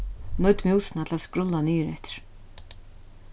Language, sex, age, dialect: Faroese, female, 36-60, Norðuroyggjar